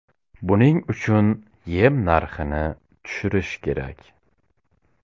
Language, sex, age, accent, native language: Uzbek, male, 18-24, Samarqand, Uzbek